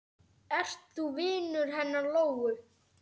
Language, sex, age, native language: Icelandic, male, 10, Icelandic